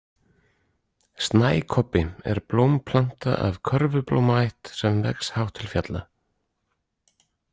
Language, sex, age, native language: Icelandic, male, 40-49, Icelandic